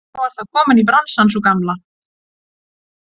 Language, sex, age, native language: Icelandic, female, 40-49, Icelandic